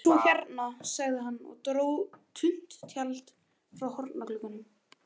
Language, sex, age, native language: Icelandic, male, 18-19, Icelandic